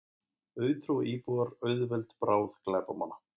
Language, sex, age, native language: Icelandic, male, 20-29, Icelandic